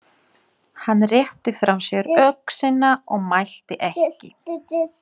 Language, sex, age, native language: Icelandic, female, 30-39, Polish